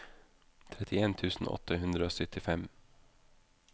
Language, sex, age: Norwegian, male, 32